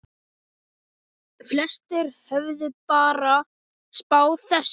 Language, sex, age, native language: Icelandic, male, 8, Icelandic